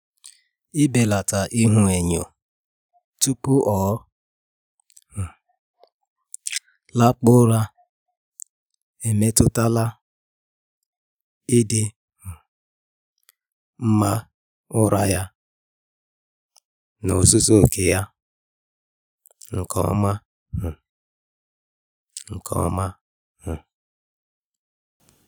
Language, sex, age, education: Igbo, male, 30-45, tertiary